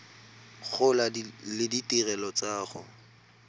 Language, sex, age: Tswana, male, 22